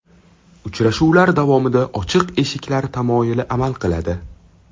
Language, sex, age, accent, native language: Uzbek, male, 12-17, Toshkent shahri, Uzbek